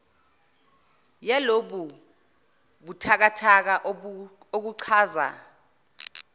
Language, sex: Zulu, female